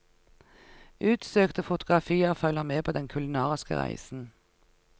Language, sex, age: Norwegian, female, 49